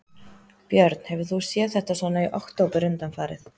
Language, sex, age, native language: Icelandic, female, 30-39, Icelandic